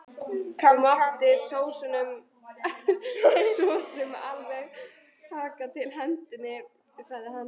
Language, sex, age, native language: Icelandic, female, 13, Icelandic